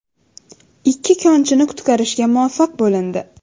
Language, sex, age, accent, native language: Uzbek, female, 19-29, Xorazm, Uzbek